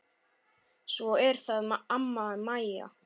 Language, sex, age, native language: Icelandic, male, 6, Icelandic